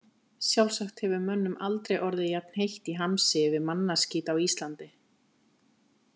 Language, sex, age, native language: Icelandic, female, 50-59, Icelandic